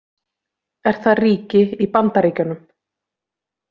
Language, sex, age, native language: Icelandic, female, 30-39, Icelandic